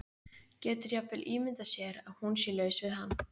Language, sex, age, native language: Icelandic, female, 15, Icelandic